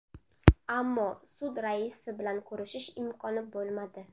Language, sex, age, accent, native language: Uzbek, female, 19-29, Surxondaryo, Uzbek